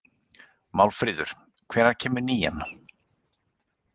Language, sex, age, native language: Icelandic, male, 40-49, Icelandic